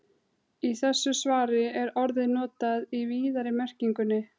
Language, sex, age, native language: Icelandic, female, 30-39, Icelandic